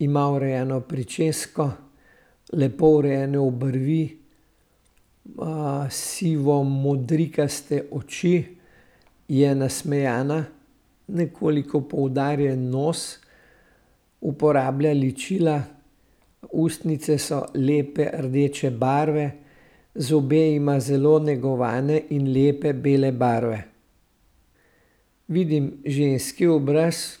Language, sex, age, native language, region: Slovenian, male, 60+, Slovenian, Central Slovenia